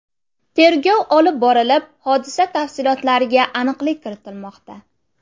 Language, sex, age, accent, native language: Uzbek, female, 18-24, Navoiy, Uzbek